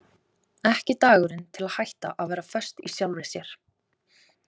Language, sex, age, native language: Icelandic, female, 20-29, Icelandic